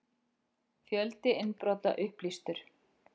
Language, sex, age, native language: Icelandic, female, 40-49, Icelandic